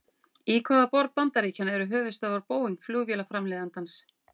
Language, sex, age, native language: Icelandic, female, 40-49, Icelandic